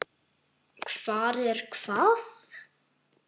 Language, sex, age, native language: Icelandic, male, 9, Icelandic